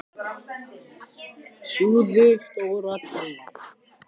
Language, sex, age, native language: Icelandic, male, 15, Icelandic